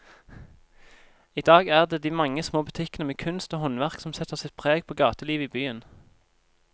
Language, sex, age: Norwegian, male, 26